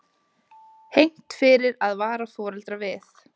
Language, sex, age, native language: Icelandic, female, 20-29, Icelandic